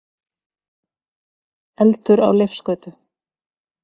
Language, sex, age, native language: Icelandic, female, 50-59, Icelandic